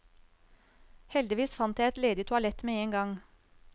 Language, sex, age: Norwegian, female, 35